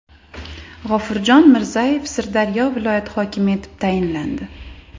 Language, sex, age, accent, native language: Uzbek, female, 25-34, Andijon, Uzbek